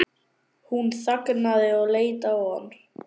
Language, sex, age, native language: Icelandic, male, 11, Icelandic